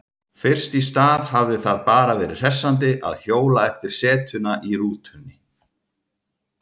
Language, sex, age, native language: Icelandic, male, 30-39, Icelandic